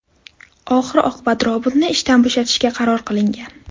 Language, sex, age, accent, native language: Uzbek, female, 12-17, Navoiy, Uzbek